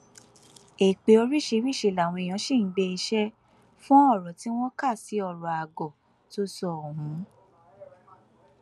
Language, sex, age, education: Yoruba, female, 15-29, tertiary